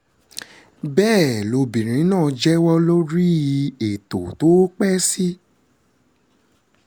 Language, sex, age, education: Yoruba, male, 30-45, secondary